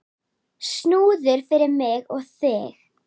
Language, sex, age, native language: Icelandic, female, 10, Icelandic